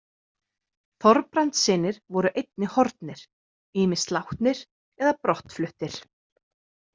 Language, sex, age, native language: Icelandic, female, 30-39, Icelandic